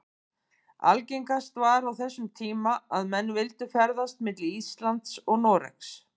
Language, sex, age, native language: Icelandic, female, 50-59, Icelandic